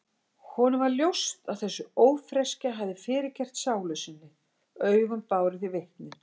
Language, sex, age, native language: Icelandic, female, 60-69, Icelandic